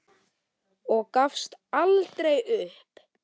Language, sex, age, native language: Icelandic, male, 10, Icelandic